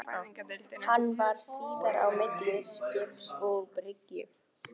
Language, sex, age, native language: Icelandic, female, 15, Icelandic